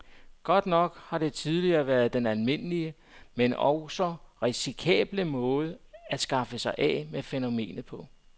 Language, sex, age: Danish, male, 44